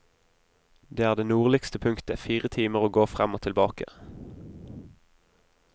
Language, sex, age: Norwegian, male, 20